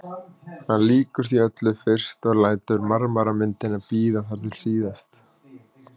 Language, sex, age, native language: Icelandic, male, 30-39, Icelandic